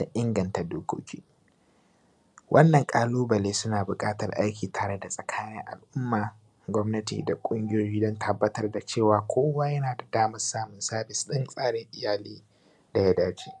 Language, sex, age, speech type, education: Hausa, male, 15-29, spontaneous, primary